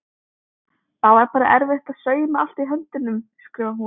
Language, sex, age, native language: Icelandic, female, 20-29, Icelandic